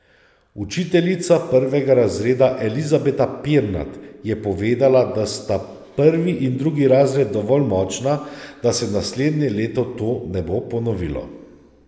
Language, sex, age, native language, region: Slovenian, male, 30-49, Slovenian, Savinja region